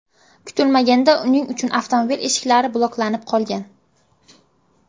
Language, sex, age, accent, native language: Uzbek, female, 18-24, Qashqadaryo, Uzbek